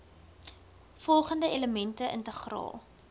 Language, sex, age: Afrikaans, female, 22